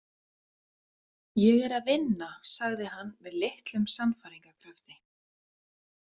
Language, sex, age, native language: Icelandic, female, 40-49, Icelandic